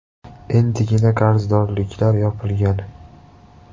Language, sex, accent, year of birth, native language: Uzbek, male, Andijon, 2003, Uzbek